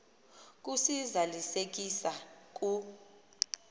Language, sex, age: Xhosa, female, 38